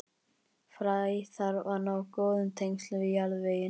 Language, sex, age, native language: Icelandic, male, 18-19, Icelandic